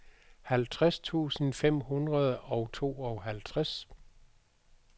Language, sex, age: Danish, male, 62